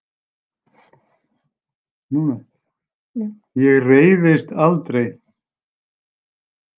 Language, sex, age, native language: Icelandic, male, 80-89, Icelandic